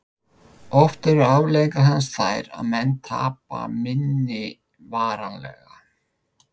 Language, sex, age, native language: Icelandic, male, 50-59, Icelandic